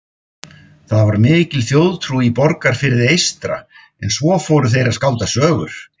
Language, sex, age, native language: Icelandic, male, 50-59, Icelandic